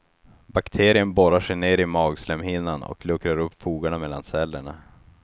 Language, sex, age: Swedish, male, 36